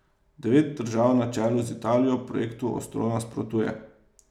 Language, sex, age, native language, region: Slovenian, male, 30-49, Slovenian, Savinja region